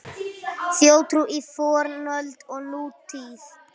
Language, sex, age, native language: Icelandic, male, 10, Icelandic